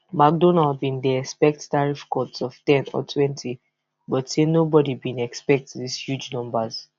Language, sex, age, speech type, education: Nigerian Pidgin, female, 15-29, spontaneous, tertiary